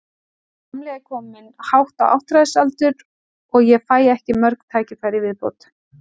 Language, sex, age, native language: Icelandic, female, 40-49, Icelandic